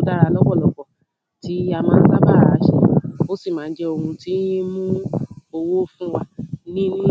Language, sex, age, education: Yoruba, female, 30-45, tertiary